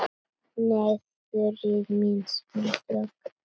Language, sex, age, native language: Icelandic, female, 9, Latvian